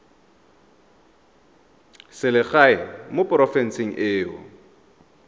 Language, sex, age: Tswana, male, 31